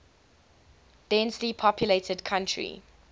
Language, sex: English, female